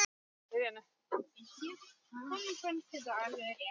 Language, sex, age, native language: Icelandic, male, 9, Icelandic